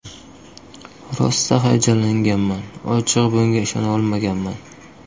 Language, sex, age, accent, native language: Uzbek, male, 25-34, Qashqadaryo, Uzbek